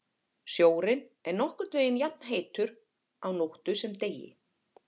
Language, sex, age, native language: Icelandic, female, 40-49, Icelandic